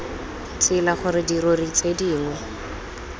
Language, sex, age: Tswana, female, 20